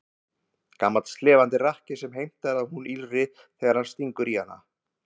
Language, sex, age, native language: Icelandic, male, 50-59, Icelandic